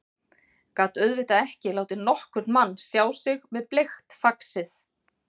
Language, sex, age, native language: Icelandic, female, 40-49, Icelandic